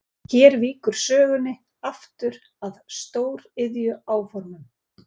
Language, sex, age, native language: Icelandic, female, 40-49, Icelandic